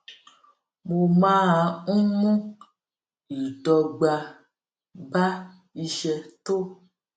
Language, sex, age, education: Yoruba, female, 46-60, tertiary